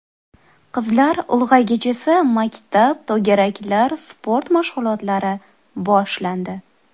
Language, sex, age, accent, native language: Uzbek, female, 19-29, Toshkent shahri, Uzbek